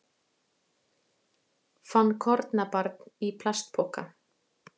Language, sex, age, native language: Icelandic, female, 40-49, Icelandic